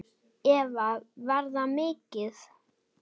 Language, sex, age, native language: Icelandic, female, 9, Icelandic